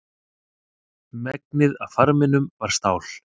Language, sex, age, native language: Icelandic, male, 30-39, Icelandic